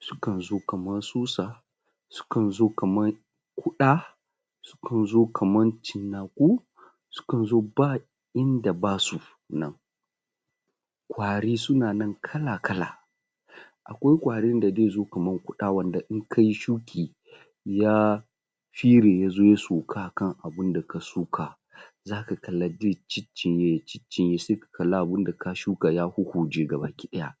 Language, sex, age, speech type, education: Hausa, male, 30-45, spontaneous, tertiary